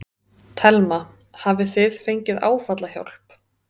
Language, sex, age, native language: Icelandic, female, 30-39, Icelandic